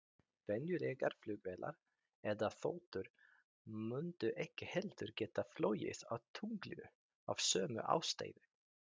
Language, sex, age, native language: Icelandic, male, 30-39, Icelandic